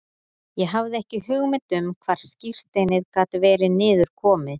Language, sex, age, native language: Icelandic, female, 30-39, Icelandic